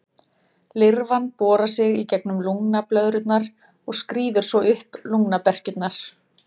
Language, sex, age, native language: Icelandic, female, 30-39, Icelandic